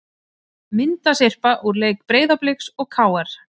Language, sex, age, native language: Icelandic, female, 30-39, Icelandic